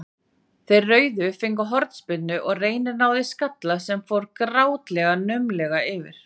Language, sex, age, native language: Icelandic, female, 40-49, Icelandic